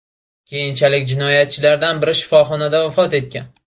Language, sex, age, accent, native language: Uzbek, male, 18-24, Buxoro, Uzbek